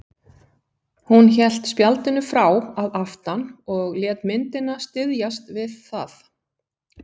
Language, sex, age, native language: Icelandic, female, 50-59, Icelandic